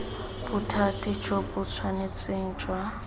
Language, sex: Tswana, female